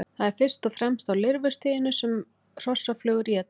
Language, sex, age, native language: Icelandic, female, 40-49, Icelandic